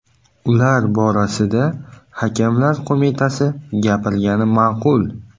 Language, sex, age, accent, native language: Uzbek, male, 18-24, Buxoro, Uzbek